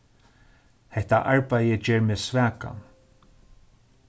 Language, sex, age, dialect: Faroese, male, 36-60, Suðurstreymoy